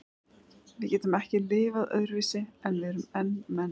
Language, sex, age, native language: Icelandic, female, 11, Icelandic